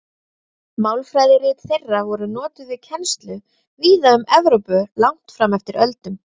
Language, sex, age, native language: Icelandic, female, 30-39, Icelandic